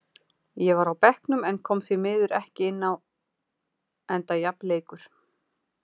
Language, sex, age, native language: Icelandic, female, 40-49, Icelandic